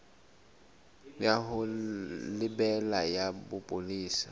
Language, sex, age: Southern Sotho, male, 19